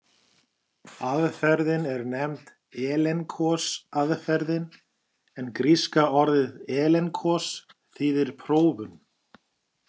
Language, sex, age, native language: Icelandic, male, 40-49, Icelandic